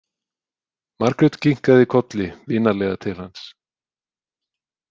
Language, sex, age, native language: Icelandic, male, 20-29, Icelandic